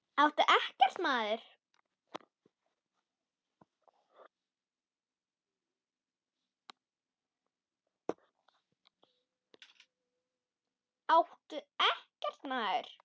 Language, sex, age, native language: Icelandic, female, 10, Icelandic